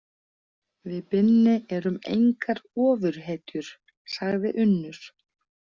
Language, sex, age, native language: Icelandic, female, 40-49, Icelandic